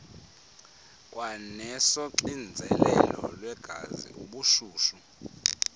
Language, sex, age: Xhosa, male, 30